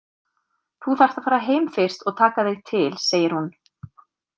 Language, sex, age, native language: Icelandic, female, 30-39, Icelandic